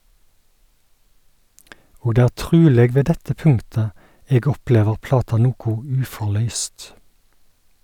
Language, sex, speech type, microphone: Norwegian, male, read, Sennheiser